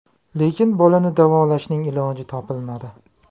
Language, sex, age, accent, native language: Uzbek, male, 25-34, Farg'ona, Uzbek